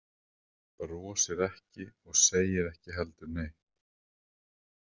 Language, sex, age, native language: Icelandic, male, 30-39, Icelandic